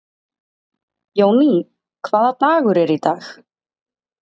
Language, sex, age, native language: Icelandic, female, 30-39, Icelandic